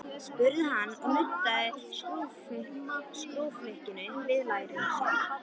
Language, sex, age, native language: Icelandic, female, 13, Icelandic